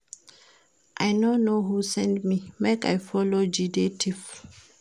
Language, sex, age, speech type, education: Nigerian Pidgin, female, 30-45, read, primary